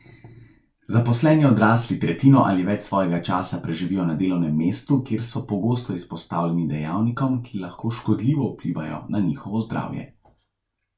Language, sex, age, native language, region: Slovenian, male, 18-29, Slovenian, Central Slovenia